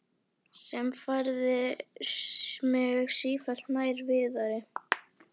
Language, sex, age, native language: Icelandic, female, 11, Icelandic